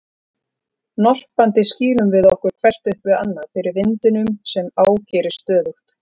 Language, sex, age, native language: Icelandic, female, 40-49, Icelandic